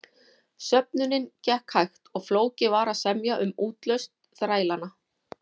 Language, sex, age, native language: Icelandic, female, 40-49, Icelandic